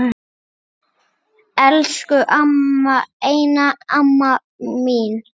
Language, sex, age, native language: Icelandic, male, 6, Icelandic